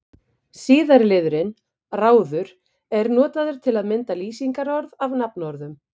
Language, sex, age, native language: Icelandic, female, 50-59, Icelandic